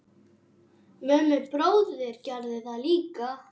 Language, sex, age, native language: Icelandic, female, 10, Icelandic